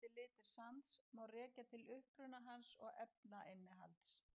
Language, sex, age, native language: Icelandic, female, 50-59, Icelandic